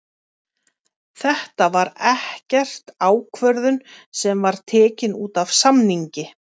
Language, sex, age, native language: Icelandic, female, 40-49, Icelandic